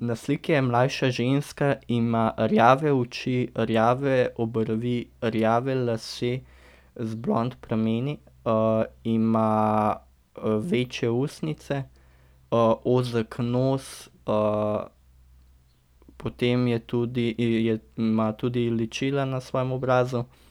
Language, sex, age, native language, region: Slovenian, male, 18-29, Slovenian, Central Slovenia